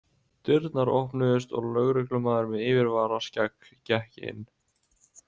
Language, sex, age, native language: Icelandic, male, 18-19, Icelandic